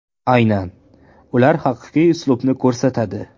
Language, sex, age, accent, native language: Uzbek, male, 18-24, Jizzax, Uzbek